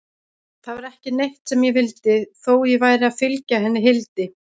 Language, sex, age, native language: Icelandic, female, 30-39, Icelandic